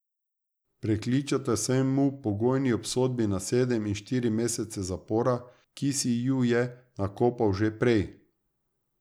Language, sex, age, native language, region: Slovenian, male, 30-49, Slovenian, Drava region